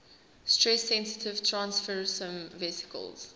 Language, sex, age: English, female, 19